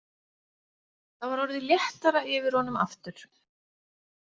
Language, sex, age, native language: Icelandic, female, 40-49, Icelandic